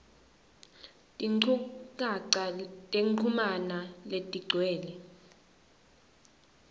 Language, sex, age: Swati, female, 19